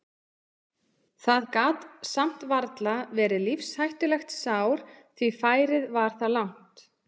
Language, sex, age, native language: Icelandic, female, 30-39, Icelandic